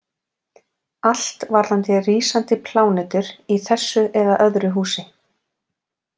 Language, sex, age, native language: Icelandic, female, 40-49, Icelandic